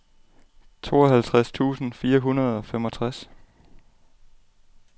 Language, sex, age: Danish, male, 18